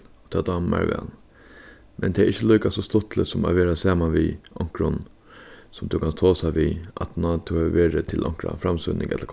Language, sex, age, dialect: Faroese, male, 15-35, Suðurstreymoy